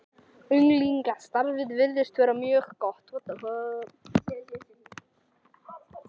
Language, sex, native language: Icelandic, other, Icelandic